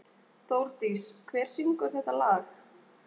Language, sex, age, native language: Icelandic, female, 20-29, Icelandic